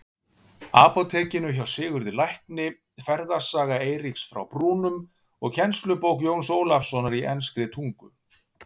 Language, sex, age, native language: Icelandic, male, 50-59, Icelandic